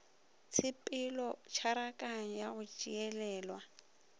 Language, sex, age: Northern Sotho, female, 23